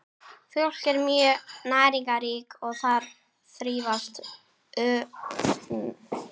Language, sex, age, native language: Icelandic, female, 18-19, Icelandic